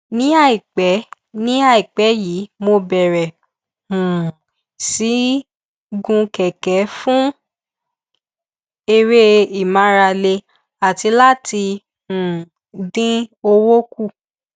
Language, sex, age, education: Yoruba, female, 15-29, tertiary